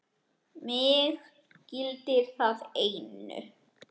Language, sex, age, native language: Icelandic, male, 10, Icelandic